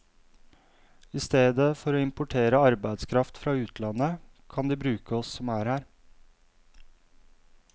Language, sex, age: Norwegian, male, 32